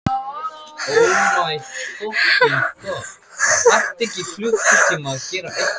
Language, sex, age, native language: Icelandic, female, 14, Icelandic